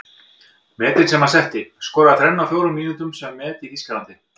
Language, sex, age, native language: Icelandic, male, 50-59, Icelandic